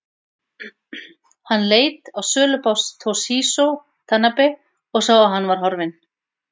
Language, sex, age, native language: Icelandic, female, 40-49, Icelandic